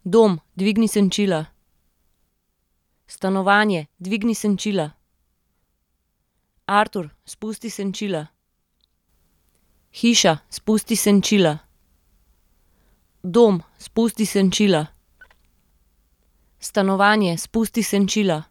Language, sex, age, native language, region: Slovenian, female, 30-49, Slovenian, Central Slovenia